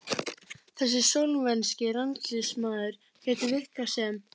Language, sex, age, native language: Icelandic, female, 30-39, Icelandic